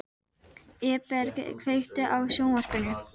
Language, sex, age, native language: Icelandic, female, 12, Icelandic